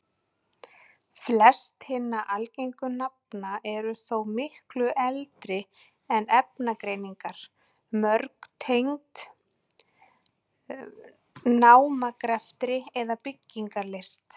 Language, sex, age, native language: Icelandic, female, 40-49, Icelandic